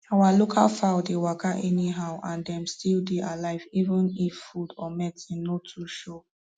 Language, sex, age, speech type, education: Nigerian Pidgin, female, 15-29, spontaneous, tertiary